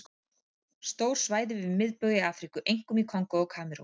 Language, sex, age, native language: Icelandic, female, 40-49, Icelandic